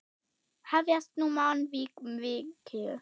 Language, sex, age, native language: Icelandic, female, 8, German